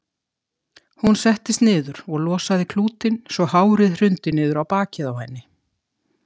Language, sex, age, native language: Icelandic, female, 60-69, Icelandic